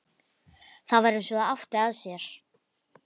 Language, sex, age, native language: Icelandic, female, 11, Icelandic